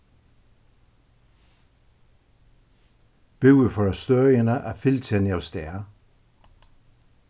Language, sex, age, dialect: Faroese, male, 61+, Suðuroy